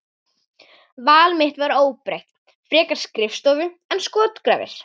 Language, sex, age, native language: Icelandic, female, 11, Icelandic